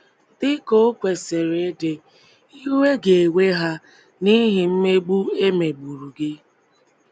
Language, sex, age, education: Igbo, female, 15-29, tertiary